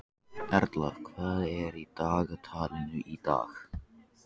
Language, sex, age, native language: Icelandic, male, 14, Icelandic